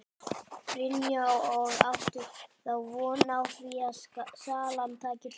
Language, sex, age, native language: Icelandic, male, 18-19, Icelandic